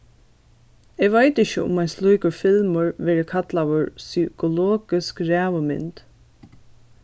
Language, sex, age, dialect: Faroese, female, 15-35, Norðurstreymoy/Eysturoy